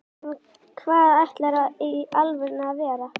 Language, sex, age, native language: Icelandic, female, 11, Icelandic